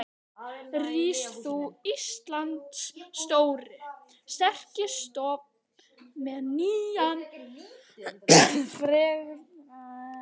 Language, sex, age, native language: Icelandic, male, 11, Icelandic